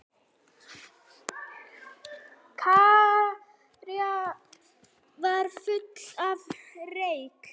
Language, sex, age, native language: Icelandic, female, 9, Icelandic